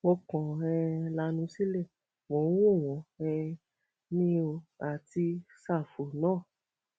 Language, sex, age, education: Yoruba, female, 15-29, tertiary